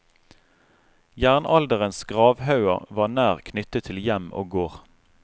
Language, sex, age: Norwegian, male, 35